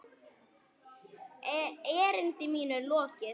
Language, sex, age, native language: Icelandic, female, 9, Icelandic